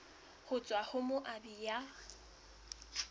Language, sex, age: Southern Sotho, female, 21